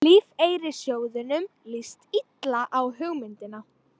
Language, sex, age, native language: Icelandic, female, 18-19, Icelandic